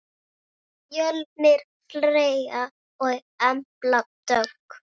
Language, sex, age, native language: Icelandic, female, 8, Icelandic